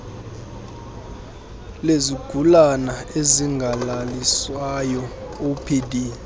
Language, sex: Xhosa, male